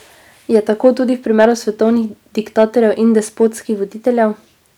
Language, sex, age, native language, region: Slovenian, female, 18-29, Slovenian, Drava region